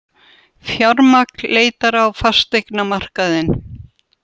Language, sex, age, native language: Icelandic, female, 70-79, Icelandic